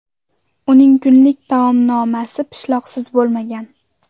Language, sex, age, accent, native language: Uzbek, female, under 19, Andijon, Uzbek